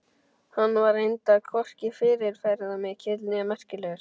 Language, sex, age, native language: Icelandic, male, 12, Icelandic